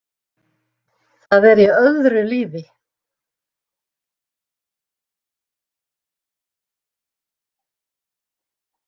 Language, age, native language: Icelandic, 60-69, Icelandic